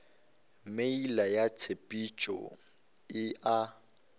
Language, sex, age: Northern Sotho, male, 19